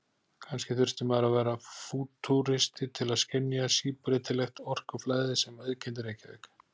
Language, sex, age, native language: Icelandic, male, 40-49, Icelandic